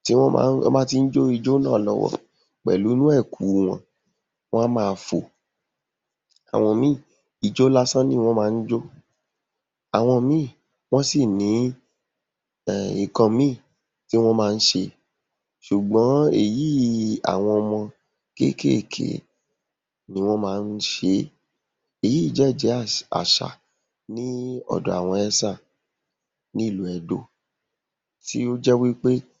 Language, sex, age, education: Yoruba, female, 30-45, secondary